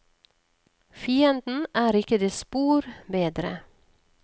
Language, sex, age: Norwegian, female, 39